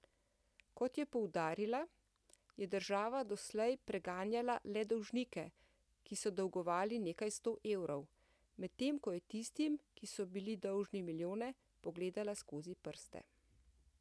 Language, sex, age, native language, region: Slovenian, female, 50-59, Slovenian, Central Slovenia